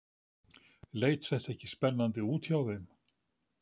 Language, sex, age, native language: Icelandic, male, 70-79, Icelandic